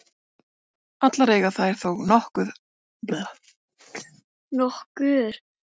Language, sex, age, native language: Icelandic, female, 40-49, Icelandic